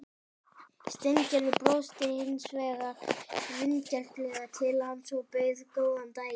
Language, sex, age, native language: Icelandic, male, 18-19, Icelandic